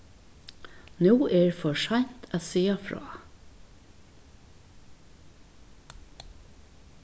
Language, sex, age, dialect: Faroese, female, 61+, Vágar